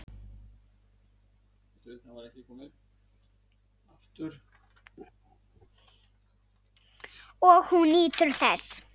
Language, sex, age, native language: Icelandic, female, 6, Icelandic